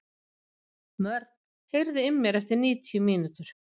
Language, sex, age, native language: Icelandic, female, 50-59, Swedish